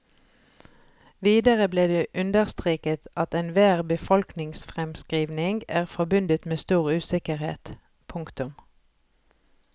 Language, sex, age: Norwegian, female, 43